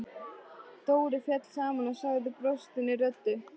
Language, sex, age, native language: Icelandic, female, 13, Icelandic